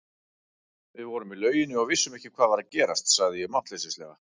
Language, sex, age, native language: Icelandic, male, 40-49, Icelandic